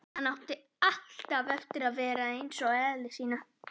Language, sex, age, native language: Icelandic, female, 11, Icelandic